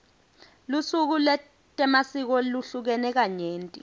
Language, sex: Swati, female